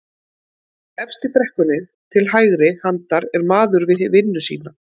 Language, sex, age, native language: Icelandic, female, 50-59, Icelandic